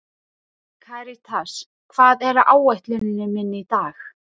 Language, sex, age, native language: Icelandic, female, 30-39, Icelandic